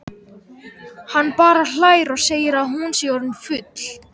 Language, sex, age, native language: Icelandic, male, 12, Icelandic